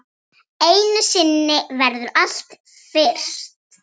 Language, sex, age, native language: Icelandic, female, 6, Icelandic